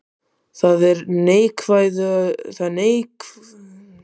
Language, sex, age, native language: Icelandic, male, 18-19, Icelandic